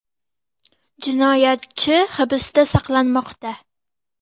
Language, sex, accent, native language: Uzbek, female, Farg'ona, Uzbek